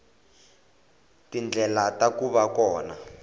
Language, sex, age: Tsonga, male, 21